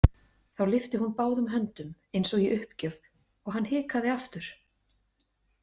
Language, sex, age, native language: Icelandic, female, 30-39, Icelandic